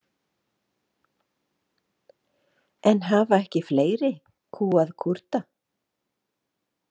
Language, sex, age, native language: Icelandic, female, 50-59, Icelandic